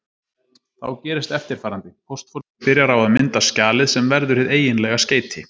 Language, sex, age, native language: Icelandic, male, 30-39, Icelandic